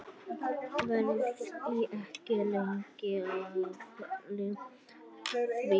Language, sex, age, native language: Icelandic, female, 9, Icelandic